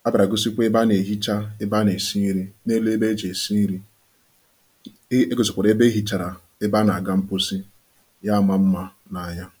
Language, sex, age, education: Igbo, male, 15-29, tertiary